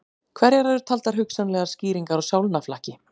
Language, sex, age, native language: Icelandic, female, 40-49, Icelandic